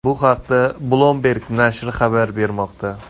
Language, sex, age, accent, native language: Uzbek, male, 25-34, Xorazm, Uzbek